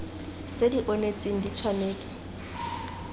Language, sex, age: Tswana, female, 20